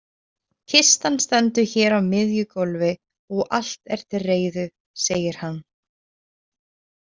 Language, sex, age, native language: Icelandic, female, 20-29, Icelandic